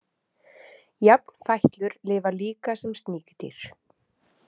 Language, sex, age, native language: Icelandic, female, 30-39, Icelandic